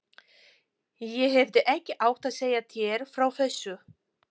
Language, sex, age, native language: Icelandic, female, 40-49, Polish